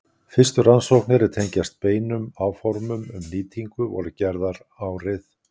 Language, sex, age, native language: Icelandic, male, 60-69, Icelandic